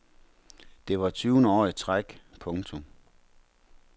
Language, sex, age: Danish, male, 43